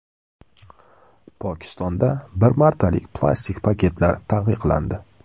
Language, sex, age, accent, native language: Uzbek, male, 18-24, Andijon, Uzbek